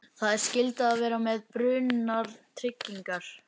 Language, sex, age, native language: Icelandic, male, 11, Icelandic